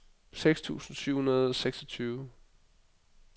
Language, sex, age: Danish, male, 25